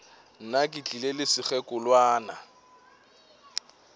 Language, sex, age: Northern Sotho, male, 24